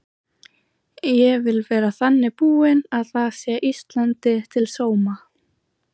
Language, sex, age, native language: Icelandic, female, 20-29, Icelandic